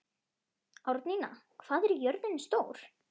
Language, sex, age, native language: Icelandic, male, 11, Icelandic